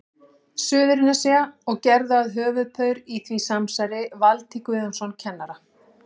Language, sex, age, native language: Icelandic, female, 40-49, Icelandic